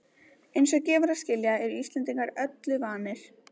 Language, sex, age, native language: Icelandic, female, 20-29, Icelandic